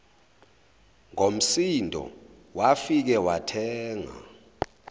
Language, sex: Zulu, male